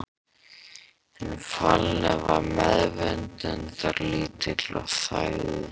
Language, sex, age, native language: Icelandic, male, 13, Icelandic